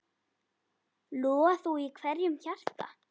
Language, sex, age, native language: Icelandic, female, 10, Icelandic